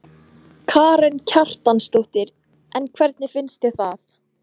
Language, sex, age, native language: Icelandic, female, 14, Icelandic